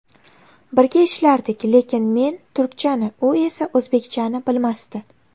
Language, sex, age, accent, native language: Uzbek, female, 18-24, Navoiy, Uzbek